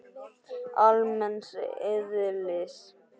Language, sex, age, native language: Icelandic, male, 8, Icelandic